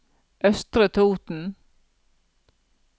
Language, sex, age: Norwegian, female, 42